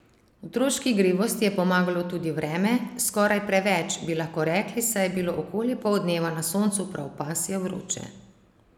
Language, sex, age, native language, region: Slovenian, female, 30-49, Slovenian, Savinja region